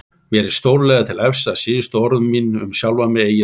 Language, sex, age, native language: Icelandic, male, 40-49, Icelandic